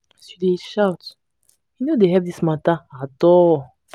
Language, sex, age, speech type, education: Nigerian Pidgin, female, 15-29, spontaneous, tertiary